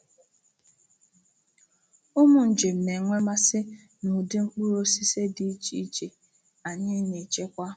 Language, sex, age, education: Igbo, female, 15-29, tertiary